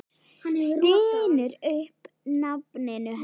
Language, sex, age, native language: Icelandic, female, 9, Icelandic